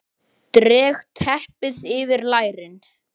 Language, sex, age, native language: Icelandic, male, 10, Icelandic